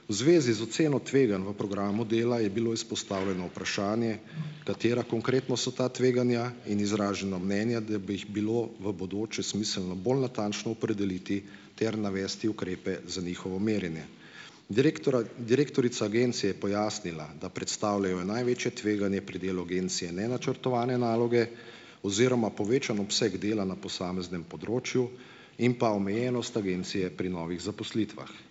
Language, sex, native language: Slovenian, male, Slovenian